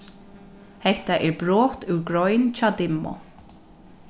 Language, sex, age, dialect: Faroese, female, 36-60, Norðurstreymoy/Eysturoy